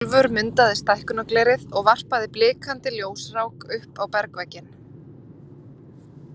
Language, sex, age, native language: Icelandic, female, 30-39, Icelandic